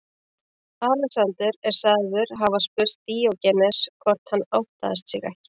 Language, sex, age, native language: Icelandic, female, 40-49, Icelandic